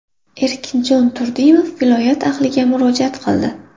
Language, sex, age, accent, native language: Uzbek, female, 25-34, Buxoro, Uzbek